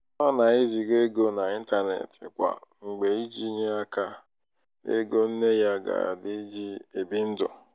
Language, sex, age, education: Igbo, male, 15-29, tertiary